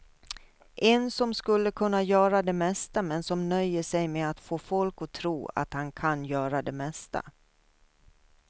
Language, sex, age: Swedish, female, 53